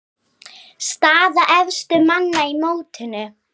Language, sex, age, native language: Icelandic, female, 10, Icelandic